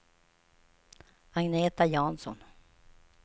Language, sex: Swedish, female